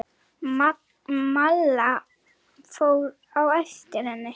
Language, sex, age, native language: Icelandic, female, 9, Icelandic